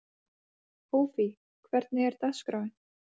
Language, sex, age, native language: Icelandic, female, 30-39, Icelandic